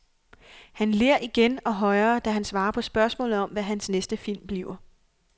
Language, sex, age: Danish, female, 28